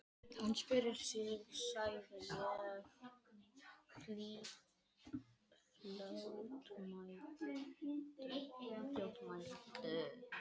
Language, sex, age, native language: Icelandic, male, 12, Icelandic